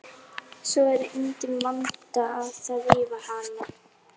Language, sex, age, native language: Icelandic, female, 11, Icelandic